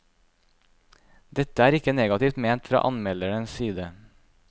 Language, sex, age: Norwegian, male, 26